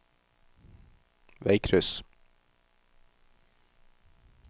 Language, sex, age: Norwegian, male, 38